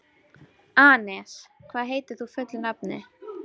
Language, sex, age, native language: Icelandic, female, 12, Icelandic